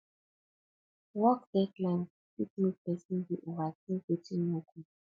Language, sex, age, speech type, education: Nigerian Pidgin, female, 15-29, spontaneous, tertiary